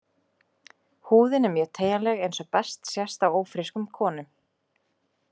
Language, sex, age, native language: Icelandic, female, 20-29, Icelandic